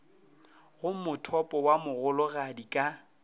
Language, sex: Northern Sotho, male